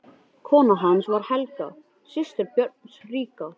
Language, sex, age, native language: Icelandic, male, 13, Icelandic